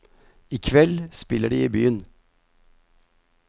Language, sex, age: Norwegian, male, 50